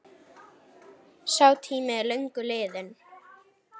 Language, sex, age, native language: Icelandic, female, 9, Icelandic